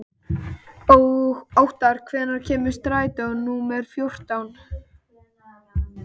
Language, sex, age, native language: Icelandic, male, 12, Icelandic